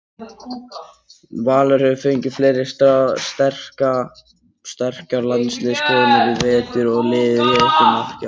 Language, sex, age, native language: Icelandic, male, 20-29, Icelandic